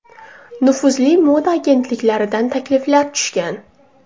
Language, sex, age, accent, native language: Uzbek, female, 19-29, Toshkent shahri, Uzbek